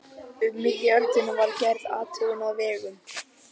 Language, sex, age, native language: Icelandic, male, 11, Icelandic